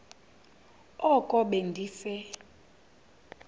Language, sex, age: Xhosa, female, 26